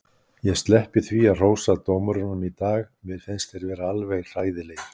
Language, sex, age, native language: Icelandic, male, 60-69, Icelandic